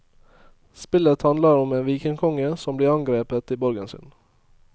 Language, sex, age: Norwegian, male, 22